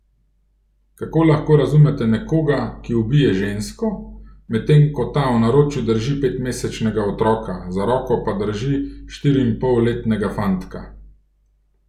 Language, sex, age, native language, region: Slovenian, male, 30-49, Slovenian, Gorenjska region